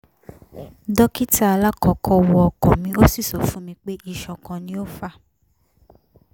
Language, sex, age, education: Yoruba, female, 15-29, tertiary